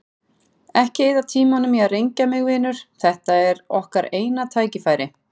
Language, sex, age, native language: Icelandic, female, 40-49, Icelandic